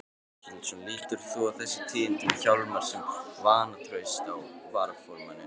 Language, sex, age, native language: Icelandic, male, 18-19, Icelandic